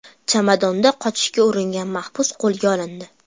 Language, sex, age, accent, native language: Uzbek, female, 12-17, Farg'ona, Uzbek